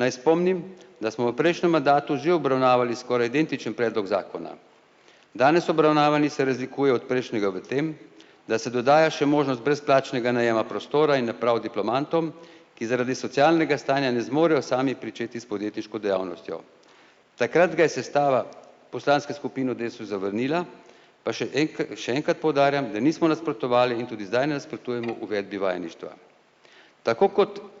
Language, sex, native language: Slovenian, male, Slovenian